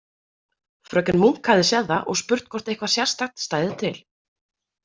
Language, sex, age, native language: Icelandic, female, 30-39, Icelandic